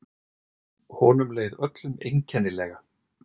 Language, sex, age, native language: Icelandic, male, 30-39, Icelandic